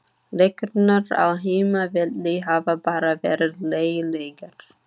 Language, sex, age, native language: Icelandic, female, 30-39, Icelandic